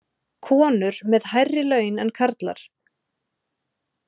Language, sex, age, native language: Icelandic, female, 30-39, Icelandic